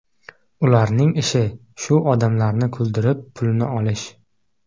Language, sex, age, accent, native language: Uzbek, male, 18-24, Qashqadaryo, Uzbek